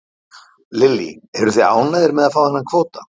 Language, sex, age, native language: Icelandic, male, 50-59, Icelandic